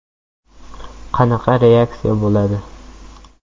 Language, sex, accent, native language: Uzbek, male, Jizzax, Uzbek